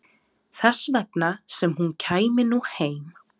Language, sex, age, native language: Icelandic, female, 20-29, Serbo-Croatian